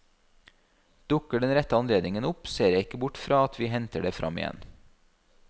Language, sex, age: Norwegian, male, 32